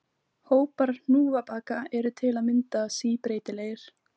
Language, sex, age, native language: Icelandic, female, 18-19, Icelandic